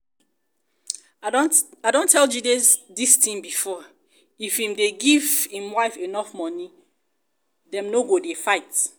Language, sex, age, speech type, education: Nigerian Pidgin, female, 30-45, spontaneous, tertiary